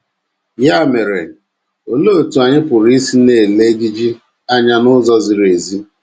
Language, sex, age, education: Igbo, male, 46-60, tertiary